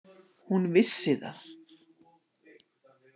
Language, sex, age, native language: Icelandic, female, 60-69, Icelandic